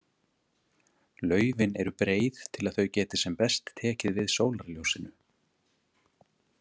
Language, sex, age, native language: Icelandic, male, 30-39, Icelandic